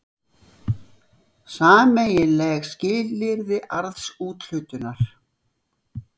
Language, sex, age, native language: Icelandic, female, 60-69, Icelandic